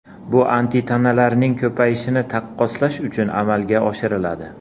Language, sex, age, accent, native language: Uzbek, male, 40-49, Andijon, Uzbek